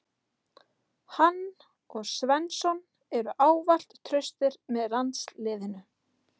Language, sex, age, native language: Icelandic, female, 30-39, Icelandic